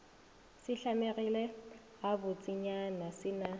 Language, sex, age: Northern Sotho, female, 21